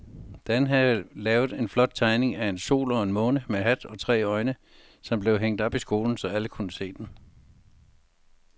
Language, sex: Danish, male